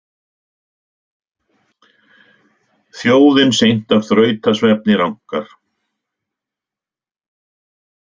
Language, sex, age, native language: Icelandic, male, 60-69, Icelandic